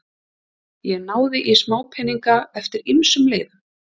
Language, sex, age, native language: Icelandic, female, 30-39, Icelandic